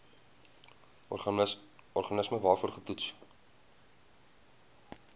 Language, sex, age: Afrikaans, male, 20